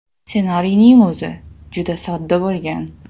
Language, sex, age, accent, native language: Uzbek, male, 18-24, Toshkent shahri, Uzbek